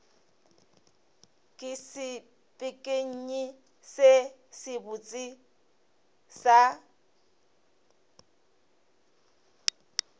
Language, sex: Northern Sotho, female